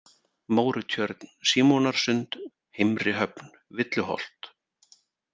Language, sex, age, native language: Icelandic, male, 40-49, Icelandic